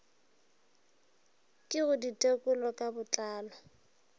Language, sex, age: Northern Sotho, female, 23